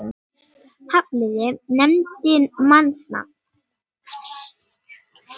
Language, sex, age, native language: Icelandic, female, 18-19, Icelandic